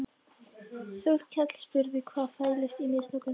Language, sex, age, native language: Icelandic, female, 13, Icelandic